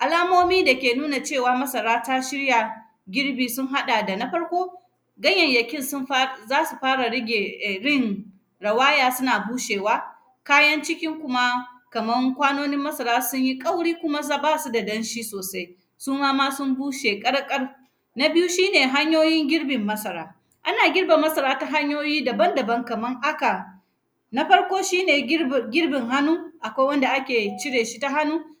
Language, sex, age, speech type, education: Hausa, female, 30-45, spontaneous, tertiary